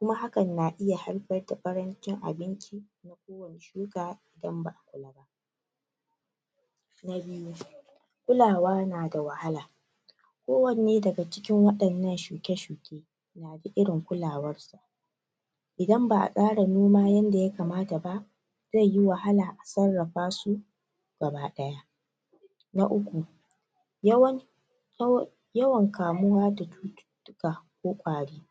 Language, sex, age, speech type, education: Hausa, female, 30-45, spontaneous, tertiary